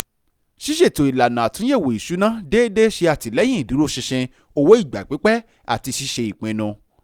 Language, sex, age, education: Yoruba, male, 15-29, tertiary